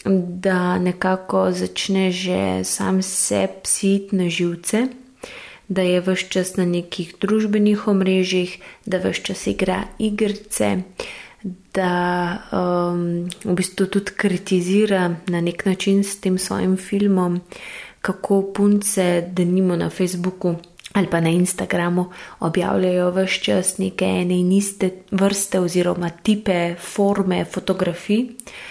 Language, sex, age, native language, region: Slovenian, female, 18-29, Slovenian, Gorenjska region